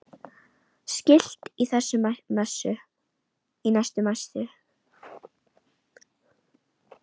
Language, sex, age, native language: Icelandic, female, 10, Icelandic